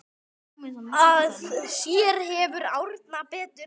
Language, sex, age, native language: Icelandic, male, 10, Icelandic